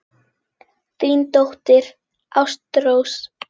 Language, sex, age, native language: Icelandic, female, 10, Icelandic